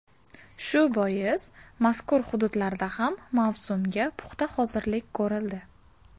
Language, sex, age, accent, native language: Uzbek, female, 19-29, Farg'ona, Uzbek